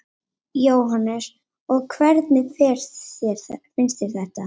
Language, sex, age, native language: Icelandic, female, 18-19, Icelandic